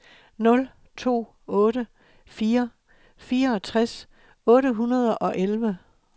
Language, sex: Danish, male